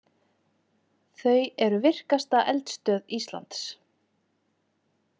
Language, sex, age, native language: Icelandic, female, 30-39, Icelandic